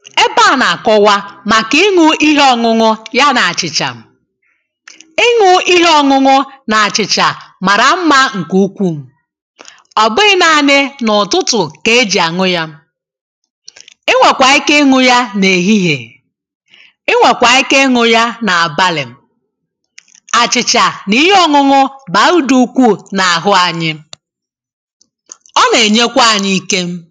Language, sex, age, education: Igbo, female, 30-45, tertiary